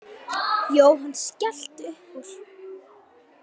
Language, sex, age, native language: Icelandic, female, 9, Icelandic